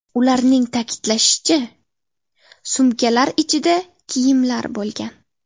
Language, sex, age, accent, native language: Uzbek, female, 12-17, Namangan, Uzbek